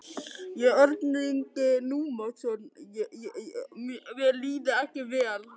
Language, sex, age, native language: Icelandic, male, 11, Icelandic